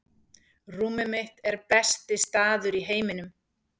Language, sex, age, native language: Icelandic, female, 40-49, Icelandic